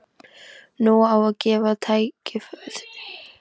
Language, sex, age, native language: Icelandic, female, 13, Icelandic